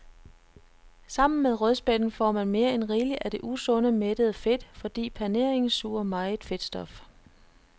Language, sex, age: Danish, female, 33